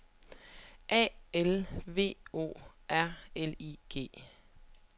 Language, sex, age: Danish, female, 27